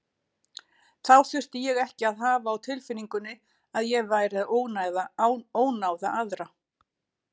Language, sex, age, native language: Icelandic, female, 60-69, Icelandic